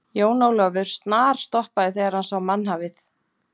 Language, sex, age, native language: Icelandic, female, 40-49, Icelandic